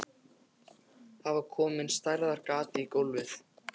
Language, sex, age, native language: Icelandic, male, 14, Icelandic